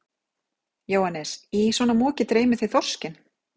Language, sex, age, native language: Icelandic, female, 40-49, Icelandic